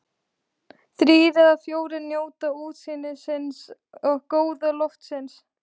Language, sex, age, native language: Icelandic, female, 14, Icelandic